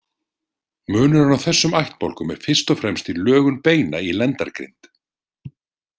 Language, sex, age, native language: Icelandic, male, 40-49, Icelandic